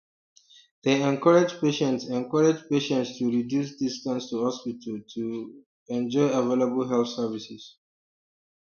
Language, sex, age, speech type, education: Nigerian Pidgin, male, 30-45, spontaneous, tertiary